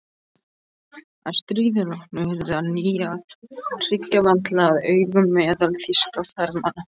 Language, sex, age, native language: Icelandic, male, 40-49, Icelandic